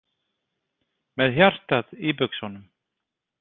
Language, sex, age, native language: Icelandic, male, 30-39, Icelandic